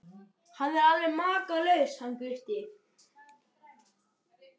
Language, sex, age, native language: Icelandic, male, 13, Icelandic